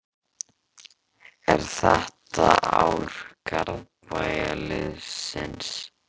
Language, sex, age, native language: Icelandic, male, 13, Icelandic